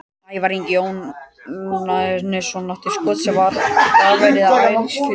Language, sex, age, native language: Icelandic, male, 18-19, Icelandic